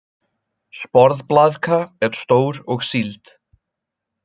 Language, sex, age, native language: Icelandic, male, 20-29, Icelandic